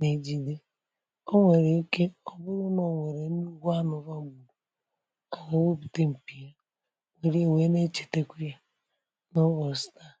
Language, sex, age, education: Igbo, male, 30-45, tertiary